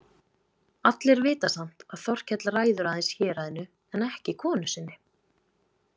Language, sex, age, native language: Icelandic, female, 20-29, Icelandic